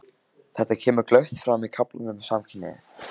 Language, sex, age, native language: Icelandic, male, 15, Icelandic